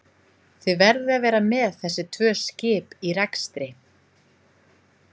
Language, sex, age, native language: Icelandic, female, 20-29, Icelandic